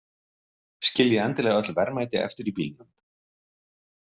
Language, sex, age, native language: Icelandic, male, 50-59, Icelandic